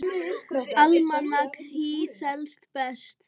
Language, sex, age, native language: Icelandic, male, 18-19, Icelandic